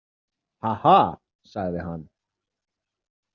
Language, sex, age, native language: Icelandic, male, 30-39, Icelandic